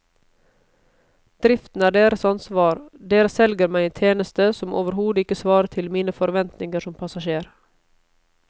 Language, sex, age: Norwegian, female, 31